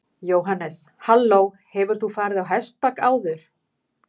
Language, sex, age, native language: Icelandic, female, 50-59, Icelandic